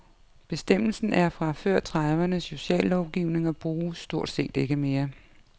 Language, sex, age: Danish, female, 55